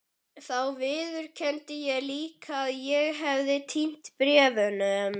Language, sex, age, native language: Icelandic, male, 11, Icelandic